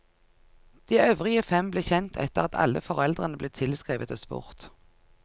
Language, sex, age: Norwegian, female, 49